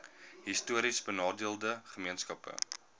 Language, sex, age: Afrikaans, male, 22